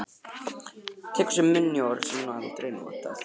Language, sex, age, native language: Icelandic, male, 11, Icelandic